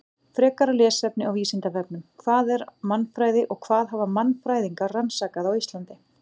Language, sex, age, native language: Icelandic, female, 40-49, Icelandic